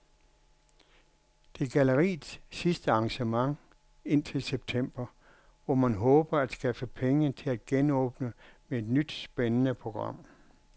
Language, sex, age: Danish, male, 61